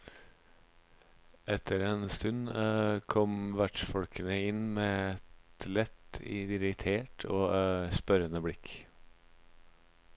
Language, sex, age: Norwegian, male, 26